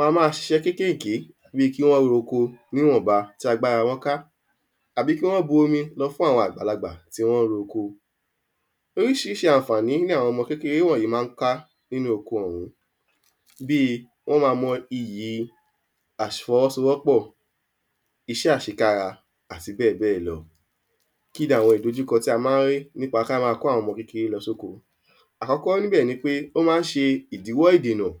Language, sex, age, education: Yoruba, male, 15-29, tertiary